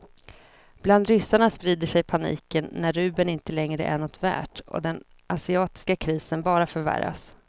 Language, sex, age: Swedish, female, 26